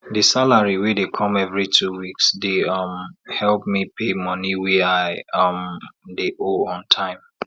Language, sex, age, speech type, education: Nigerian Pidgin, male, 30-45, spontaneous, tertiary